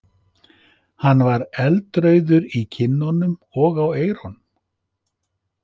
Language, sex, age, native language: Icelandic, male, 50-59, Icelandic